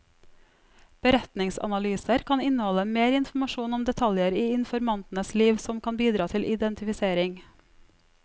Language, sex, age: Norwegian, female, 34